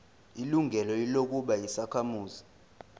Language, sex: Zulu, male